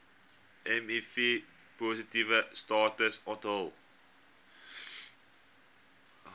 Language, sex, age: Afrikaans, male, 19